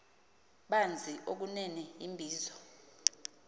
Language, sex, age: Xhosa, female, 38